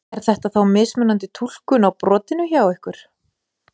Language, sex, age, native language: Icelandic, female, 40-49, Icelandic